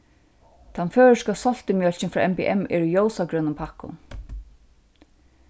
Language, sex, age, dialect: Faroese, female, 36-60, Suðurstreymoy